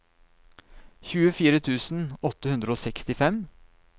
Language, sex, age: Norwegian, male, 39